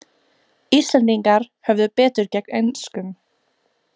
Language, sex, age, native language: Icelandic, female, 18-19, Icelandic